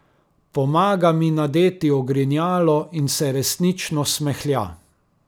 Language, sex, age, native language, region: Slovenian, male, 30-49, Slovenian, Carinthia region